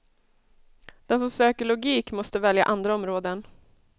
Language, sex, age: Swedish, female, 32